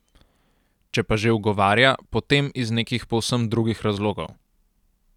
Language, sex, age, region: Slovenian, male, 18-29, Central Slovenia